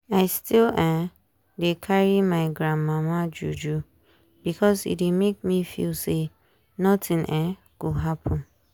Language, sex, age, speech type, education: Nigerian Pidgin, female, 15-29, spontaneous, tertiary